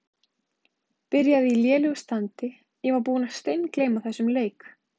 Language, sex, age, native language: Icelandic, female, 20-29, Icelandic